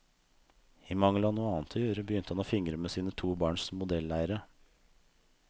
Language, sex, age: Norwegian, male, 32